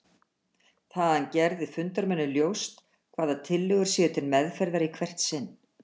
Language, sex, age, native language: Icelandic, female, 60-69, Icelandic